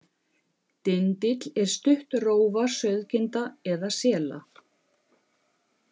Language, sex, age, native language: Icelandic, female, 50-59, Icelandic